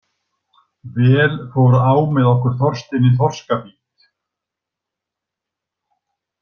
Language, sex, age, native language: Icelandic, male, 60-69, Icelandic